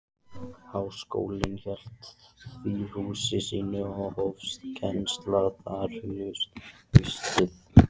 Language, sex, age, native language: Icelandic, male, 14, Icelandic